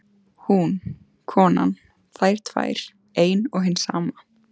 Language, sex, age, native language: Icelandic, female, 14, Icelandic